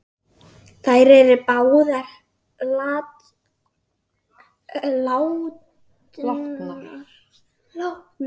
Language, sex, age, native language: Icelandic, female, 10, Icelandic